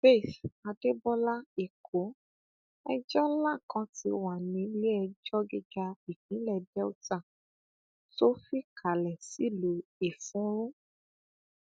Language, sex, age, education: Yoruba, female, 15-29, tertiary